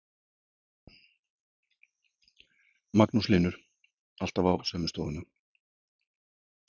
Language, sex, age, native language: Icelandic, male, 50-59, Icelandic